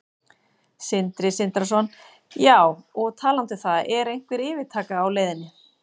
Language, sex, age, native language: Icelandic, female, 40-49, Icelandic